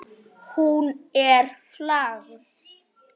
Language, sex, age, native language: Icelandic, male, 9, Icelandic